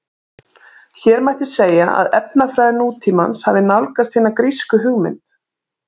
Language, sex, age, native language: Icelandic, female, 30-39, Icelandic